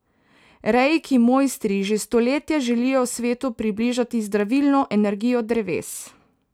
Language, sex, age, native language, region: Slovenian, female, 18-29, Slovenian, Savinja region